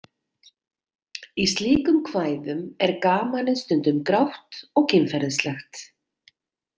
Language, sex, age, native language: Icelandic, female, 40-49, Icelandic